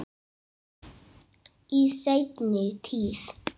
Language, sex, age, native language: Icelandic, male, 8, Icelandic